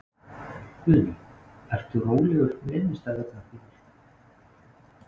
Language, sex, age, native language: Icelandic, male, 20-29, Icelandic